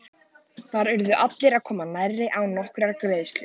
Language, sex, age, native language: Icelandic, male, 14, Icelandic